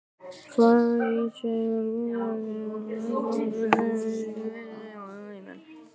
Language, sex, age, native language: Icelandic, other, 18-19, Icelandic